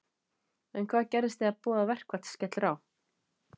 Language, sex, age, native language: Icelandic, female, 30-39, Icelandic